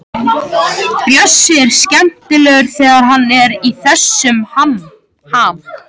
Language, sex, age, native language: Icelandic, male, 13, Icelandic